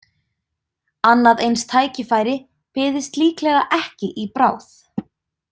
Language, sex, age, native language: Icelandic, female, 20-29, Icelandic